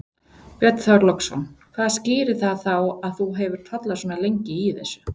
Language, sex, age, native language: Icelandic, female, 40-49, Icelandic